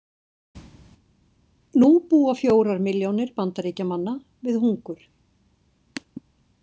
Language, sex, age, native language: Icelandic, female, 60-69, Icelandic